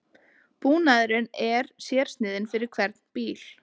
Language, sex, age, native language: Icelandic, female, 20-29, Icelandic